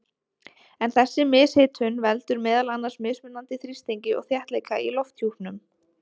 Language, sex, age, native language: Icelandic, female, 20-29, Icelandic